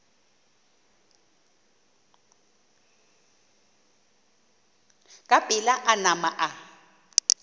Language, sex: Northern Sotho, female